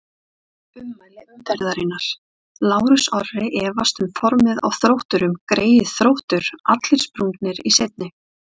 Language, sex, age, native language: Icelandic, female, 30-39, Icelandic